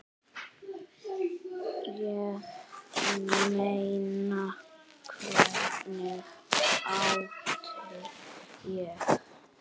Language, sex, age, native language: Icelandic, male, 8, Icelandic